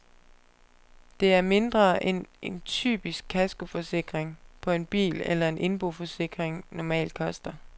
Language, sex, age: Danish, female, 25